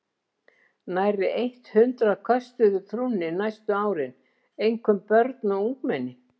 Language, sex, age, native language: Icelandic, female, 70-79, Icelandic